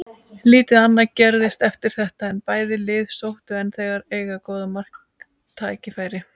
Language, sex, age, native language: Icelandic, female, 20-29, Icelandic